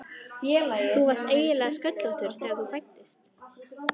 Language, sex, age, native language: Icelandic, female, 14, Icelandic